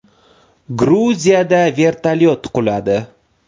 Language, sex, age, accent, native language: Uzbek, male, 18-24, Toshkent viloyati, Uzbek